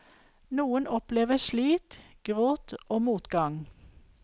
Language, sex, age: Norwegian, female, 52